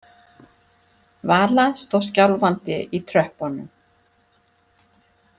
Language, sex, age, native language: Icelandic, female, 60-69, Icelandic